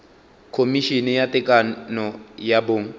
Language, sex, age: Northern Sotho, male, 22